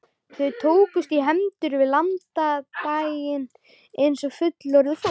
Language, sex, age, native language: Icelandic, other, 12, Icelandic